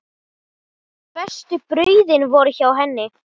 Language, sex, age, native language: Icelandic, male, 9, Portuguese